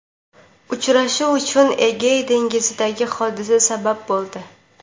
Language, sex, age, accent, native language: Uzbek, female, 18-24, Toshkent viloyati, Uzbek